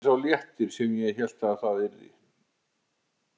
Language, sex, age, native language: Icelandic, male, 50-59, Icelandic